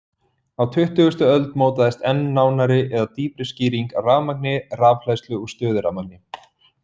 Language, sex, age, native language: Icelandic, male, 30-39, Icelandic